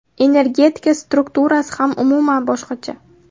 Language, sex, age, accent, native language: Uzbek, female, 19-29, Namangan, Uzbek